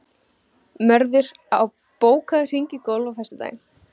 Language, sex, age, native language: Icelandic, female, 15, Icelandic